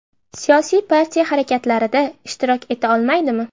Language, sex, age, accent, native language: Uzbek, female, 12-17, Namangan, Uzbek